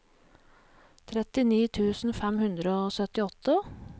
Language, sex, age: Norwegian, female, 37